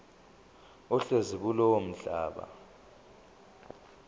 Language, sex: Zulu, male